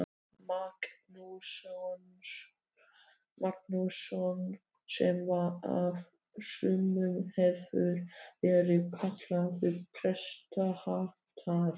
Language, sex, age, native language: Icelandic, male, 12, Icelandic